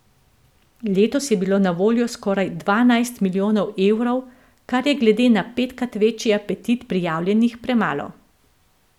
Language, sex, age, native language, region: Slovenian, female, 50-59, Slovenian, Central Slovenia